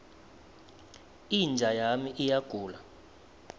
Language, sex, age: South Ndebele, male, 19